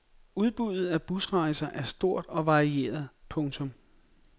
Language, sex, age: Danish, male, 42